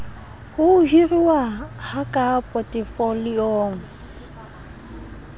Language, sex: Southern Sotho, female